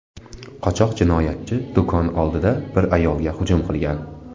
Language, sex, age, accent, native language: Uzbek, male, 18-24, Toshkent viloyati, Uzbek